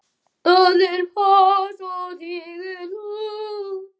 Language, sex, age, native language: Icelandic, male, 10, Icelandic